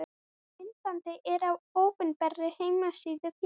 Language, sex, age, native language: Icelandic, female, 20-29, Icelandic